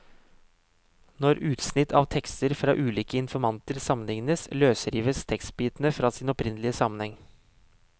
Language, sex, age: Norwegian, male, 31